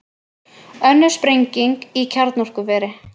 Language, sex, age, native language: Icelandic, female, 20-29, Icelandic